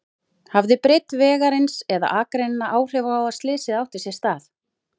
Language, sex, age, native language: Icelandic, female, 40-49, Icelandic